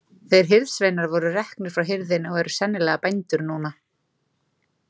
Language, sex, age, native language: Icelandic, female, 40-49, Icelandic